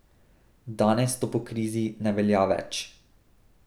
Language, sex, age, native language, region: Slovenian, male, 18-29, Slovenian, Drava region